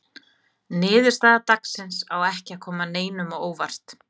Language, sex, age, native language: Icelandic, female, 30-39, Icelandic